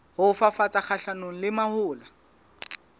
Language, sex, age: Southern Sotho, male, 20